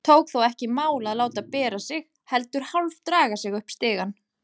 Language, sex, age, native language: Icelandic, female, 40-49, Icelandic